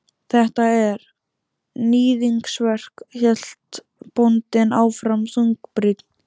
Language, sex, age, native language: Icelandic, male, 12, Icelandic